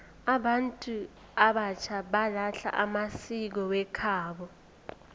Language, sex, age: South Ndebele, female, 20